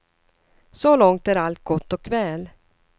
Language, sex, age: Swedish, female, 39